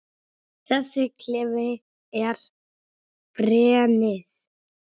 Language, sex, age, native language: Icelandic, male, 6, Icelandic